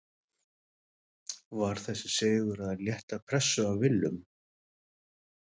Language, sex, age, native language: Icelandic, male, 30-39, Icelandic